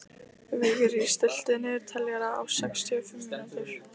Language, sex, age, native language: Icelandic, female, 15, Lithuanian